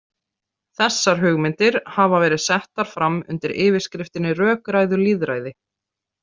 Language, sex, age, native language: Icelandic, female, 30-39, Icelandic